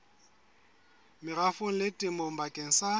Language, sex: Southern Sotho, male